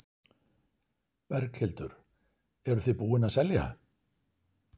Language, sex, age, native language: Icelandic, male, 60-69, Icelandic